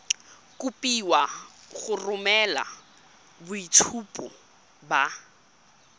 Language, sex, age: Tswana, female, 22